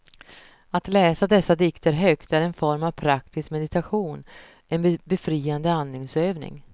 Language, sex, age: Swedish, female, 48